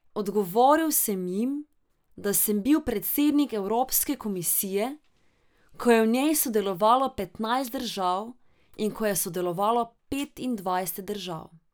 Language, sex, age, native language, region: Slovenian, female, 18-29, Slovenian, Drava region